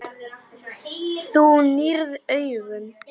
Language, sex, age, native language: Icelandic, male, 10, Polish